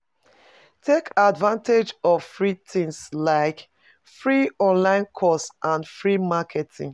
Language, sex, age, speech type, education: Nigerian Pidgin, female, 30-45, spontaneous, tertiary